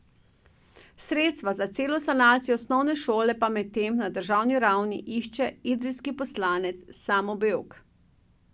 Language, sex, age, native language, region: Slovenian, female, 50-59, Slovenian, Drava region